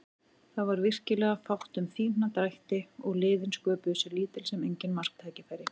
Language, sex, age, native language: Icelandic, female, 40-49, Icelandic